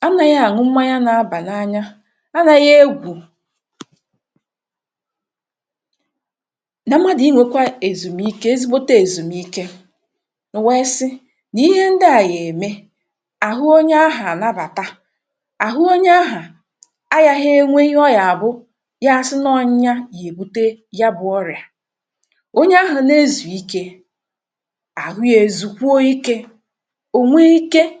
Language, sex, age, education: Igbo, female, 46-60, tertiary